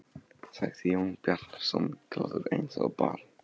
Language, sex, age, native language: Icelandic, male, 15, Polish